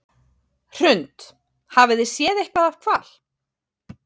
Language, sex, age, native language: Icelandic, female, 30-39, Icelandic